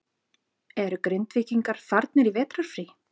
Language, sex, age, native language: Icelandic, female, 40-49, Icelandic